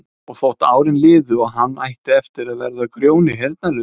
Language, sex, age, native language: Icelandic, male, 30-39, Icelandic